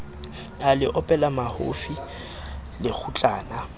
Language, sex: Southern Sotho, male